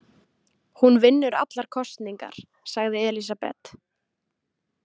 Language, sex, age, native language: Icelandic, female, 20-29, Icelandic